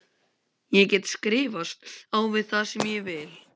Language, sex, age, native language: Icelandic, male, 15, Icelandic